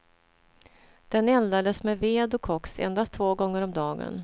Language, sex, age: Swedish, female, 47